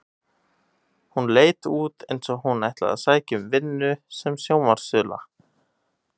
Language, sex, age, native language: Icelandic, male, 18-19, Icelandic